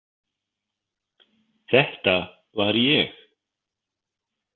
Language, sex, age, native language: Icelandic, male, 50-59, Icelandic